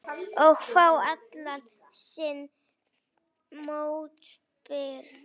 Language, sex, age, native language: Icelandic, female, 8, Icelandic